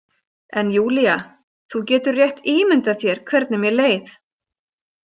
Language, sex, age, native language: Icelandic, female, 30-39, Icelandic